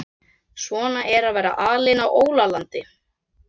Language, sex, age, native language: Icelandic, other, 12, Icelandic